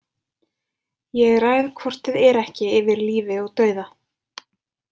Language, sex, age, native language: Icelandic, female, 20-29, Icelandic